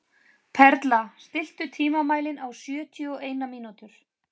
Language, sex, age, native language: Icelandic, female, 30-39, Icelandic